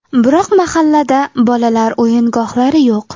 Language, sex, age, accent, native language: Uzbek, female, under 19, Jizzax, Uzbek